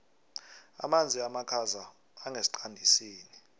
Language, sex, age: South Ndebele, male, 23